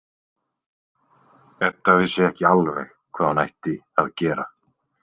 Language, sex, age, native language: Icelandic, male, 20-29, Icelandic